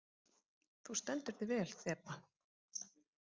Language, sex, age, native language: Icelandic, female, 30-39, Icelandic